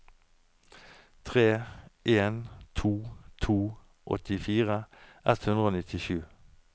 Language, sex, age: Norwegian, male, 49